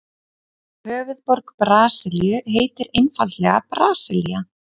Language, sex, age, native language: Icelandic, female, 30-39, Icelandic